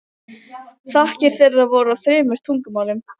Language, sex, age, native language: Icelandic, female, 15, Icelandic